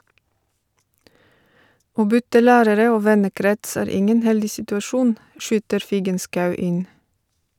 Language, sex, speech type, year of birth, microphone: Norwegian, female, read, 1970, Shure